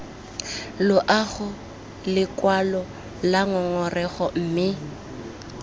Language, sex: Tswana, female